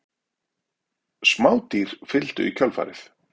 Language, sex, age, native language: Icelandic, male, 40-49, Icelandic